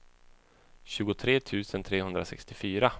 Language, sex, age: Swedish, male, 24